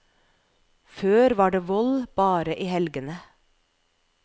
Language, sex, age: Norwegian, female, 41